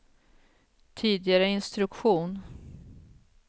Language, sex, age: Swedish, female, 46